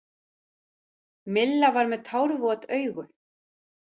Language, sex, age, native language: Icelandic, female, 40-49, Icelandic